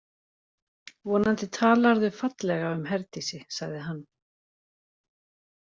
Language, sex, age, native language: Icelandic, female, 40-49, Icelandic